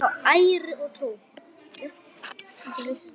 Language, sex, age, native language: Icelandic, male, 8, Icelandic